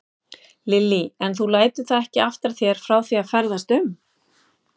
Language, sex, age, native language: Icelandic, female, 40-49, Icelandic